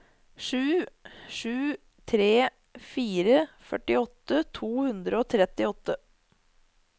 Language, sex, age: Norwegian, female, 30